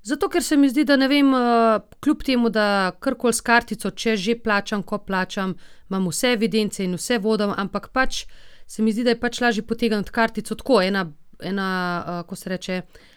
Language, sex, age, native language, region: Slovenian, female, 30-49, Slovenian, Gorenjska region